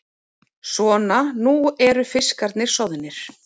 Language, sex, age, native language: Icelandic, female, 30-39, Icelandic